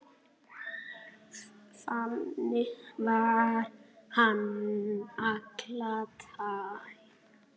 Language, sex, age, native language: Icelandic, male, 9, Icelandic